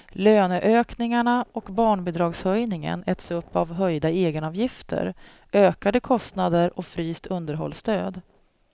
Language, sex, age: Swedish, female, 37